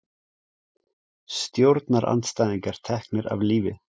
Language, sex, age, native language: Icelandic, male, 17, Icelandic